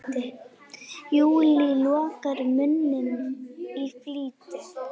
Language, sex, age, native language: Icelandic, female, 9, Icelandic